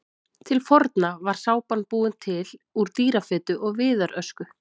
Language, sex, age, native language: Icelandic, female, 30-39, Icelandic